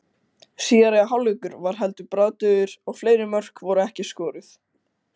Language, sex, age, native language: Icelandic, male, 18-19, Icelandic